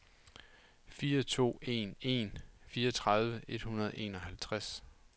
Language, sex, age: Danish, male, 28